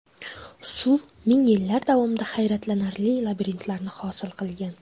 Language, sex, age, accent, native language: Uzbek, female, under 19, Jizzax, Uzbek